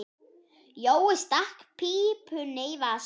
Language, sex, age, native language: Icelandic, female, 9, Icelandic